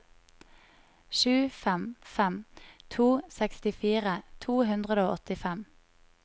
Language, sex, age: Norwegian, female, 25